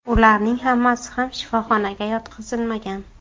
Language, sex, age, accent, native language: Uzbek, female, 19-29, Buxoro, Uzbek